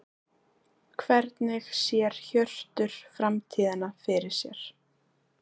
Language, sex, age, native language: Icelandic, female, 20-29, Icelandic